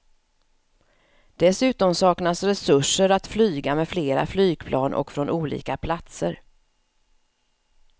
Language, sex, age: Swedish, female, 54